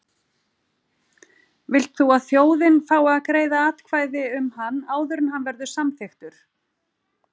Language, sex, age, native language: Icelandic, female, 40-49, Icelandic